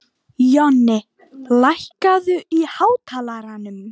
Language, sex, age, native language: Icelandic, female, 12, Icelandic